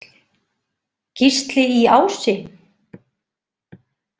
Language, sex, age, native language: Icelandic, female, 20-29, Icelandic